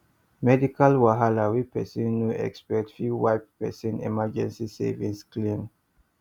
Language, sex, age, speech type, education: Nigerian Pidgin, male, 30-45, spontaneous, tertiary